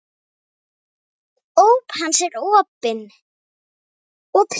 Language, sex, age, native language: Icelandic, female, 8, Icelandic